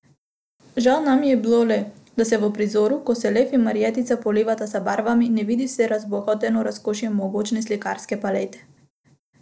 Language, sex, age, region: Slovenian, female, 18-29, Abroad